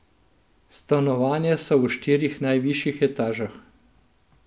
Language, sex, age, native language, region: Slovenian, male, 50-59, Slovenian, Central Slovenia